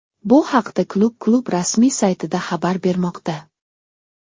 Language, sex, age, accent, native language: Uzbek, male, 19-29, Xorazm, Uzbek